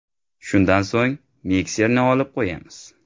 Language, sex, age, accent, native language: Uzbek, male, 18-24, Navoiy, Uzbek